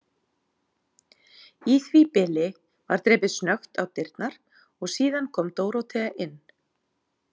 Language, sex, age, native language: Icelandic, female, 40-49, Icelandic